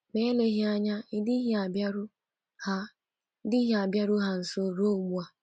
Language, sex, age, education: Igbo, female, 15-29, tertiary